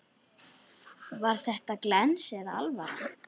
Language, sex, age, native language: Icelandic, female, 10, Icelandic